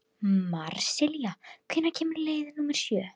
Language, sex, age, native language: Icelandic, female, 12, Icelandic